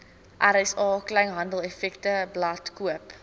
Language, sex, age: Afrikaans, female, 19